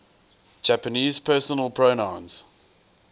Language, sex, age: English, male, 20